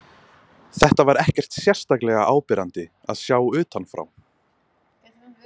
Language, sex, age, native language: Icelandic, male, 20-29, Icelandic